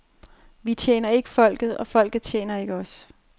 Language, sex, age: Danish, female, 30